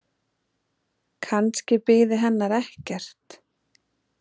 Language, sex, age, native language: Icelandic, female, 30-39, Icelandic